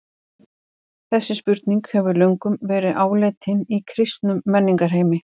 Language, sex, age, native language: Icelandic, female, 50-59, Icelandic